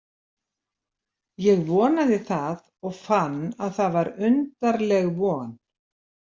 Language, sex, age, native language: Icelandic, female, 70-79, Icelandic